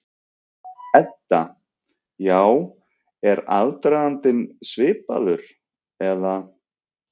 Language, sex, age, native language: Icelandic, male, 30-39, Icelandic